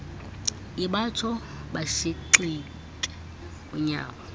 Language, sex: Xhosa, female